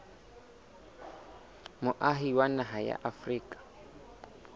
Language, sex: Southern Sotho, male